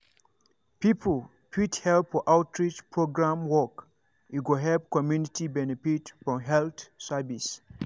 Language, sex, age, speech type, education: Nigerian Pidgin, male, 30-45, spontaneous, tertiary